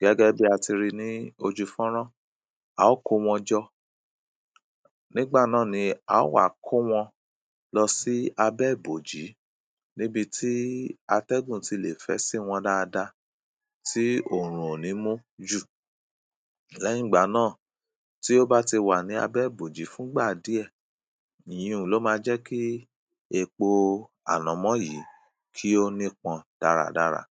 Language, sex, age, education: Yoruba, male, 30-45, primary